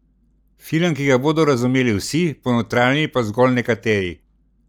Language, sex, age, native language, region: Slovenian, male, 60+, Slovenian, Central Slovenia